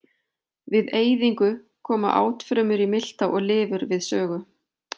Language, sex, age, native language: Icelandic, female, 40-49, Icelandic